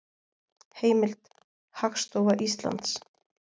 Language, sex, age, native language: Icelandic, female, 20-29, Icelandic